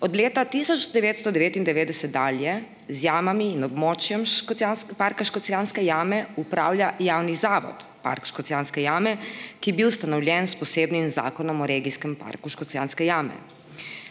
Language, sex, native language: Slovenian, female, Slovenian